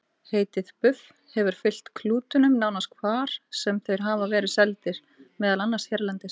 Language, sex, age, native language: Icelandic, female, 18-19, Icelandic